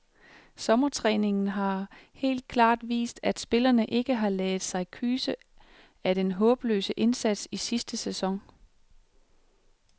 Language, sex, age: Danish, female, 36